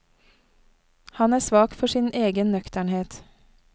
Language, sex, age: Norwegian, female, 31